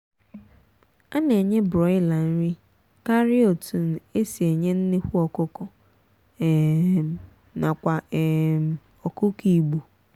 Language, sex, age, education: Igbo, female, 15-29, tertiary